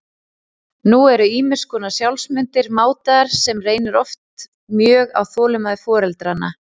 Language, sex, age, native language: Icelandic, female, 30-39, Icelandic